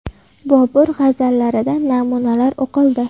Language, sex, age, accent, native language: Uzbek, female, 18-24, Farg'ona, Uzbek